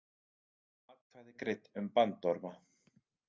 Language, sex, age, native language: Icelandic, male, 30-39, Icelandic